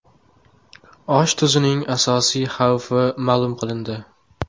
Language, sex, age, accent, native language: Uzbek, male, 18-24, Qoraqalpog'iston, Uzbek